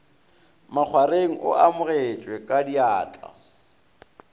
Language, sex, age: Northern Sotho, male, 22